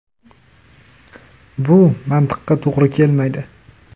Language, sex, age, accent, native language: Uzbek, male, 18-24, Andijon, Uzbek